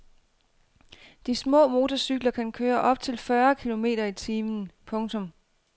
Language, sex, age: Danish, female, 32